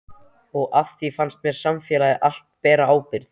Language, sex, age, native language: Icelandic, male, 13, Icelandic